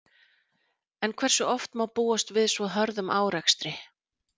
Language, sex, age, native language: Icelandic, female, 40-49, Icelandic